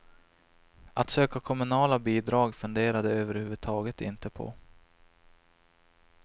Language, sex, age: Swedish, male, 26